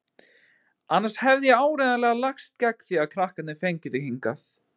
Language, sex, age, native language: Icelandic, male, 20-29, Icelandic